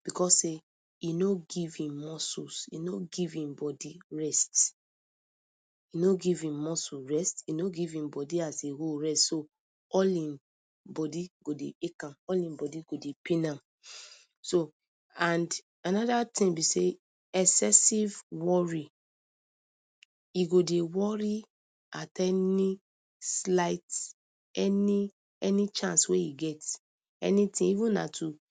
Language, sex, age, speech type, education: Nigerian Pidgin, female, 30-45, spontaneous, tertiary